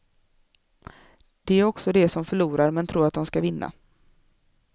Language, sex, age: Swedish, female, 24